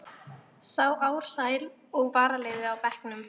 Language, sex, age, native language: Icelandic, female, 13, Icelandic